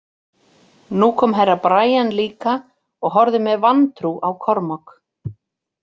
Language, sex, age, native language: Icelandic, female, 40-49, Icelandic